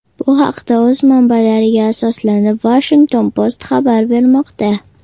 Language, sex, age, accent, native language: Uzbek, female, under 19, Toshkent shahri, Uzbek